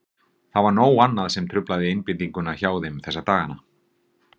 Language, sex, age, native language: Icelandic, male, 40-49, Icelandic